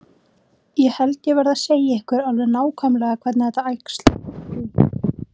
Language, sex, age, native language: Icelandic, female, 18-19, Icelandic